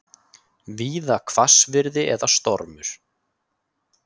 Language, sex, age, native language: Icelandic, male, 20-29, Icelandic